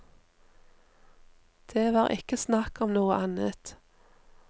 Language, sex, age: Norwegian, female, 39